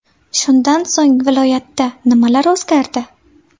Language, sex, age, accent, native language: Uzbek, female, 18-24, Samarqand, Uzbek